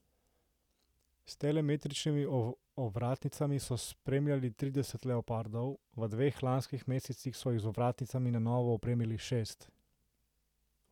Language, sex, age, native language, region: Slovenian, male, 18-29, Slovenian, Central Slovenia